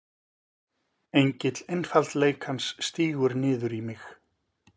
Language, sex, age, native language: Icelandic, male, 50-59, Icelandic